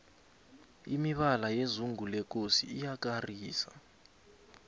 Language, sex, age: South Ndebele, male, 20